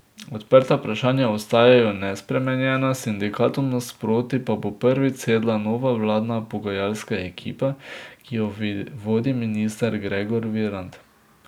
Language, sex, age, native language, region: Slovenian, male, 18-29, Slovenian, Drava region